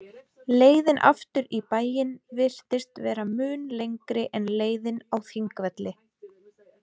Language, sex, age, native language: Icelandic, female, 20-29, Icelandic